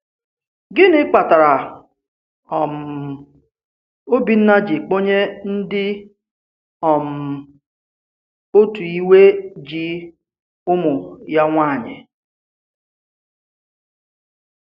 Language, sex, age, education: Igbo, male, 30-45, tertiary